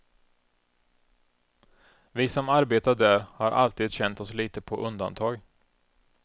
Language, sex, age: Swedish, male, 32